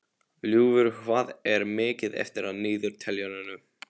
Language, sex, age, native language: Icelandic, male, 18-19, Polish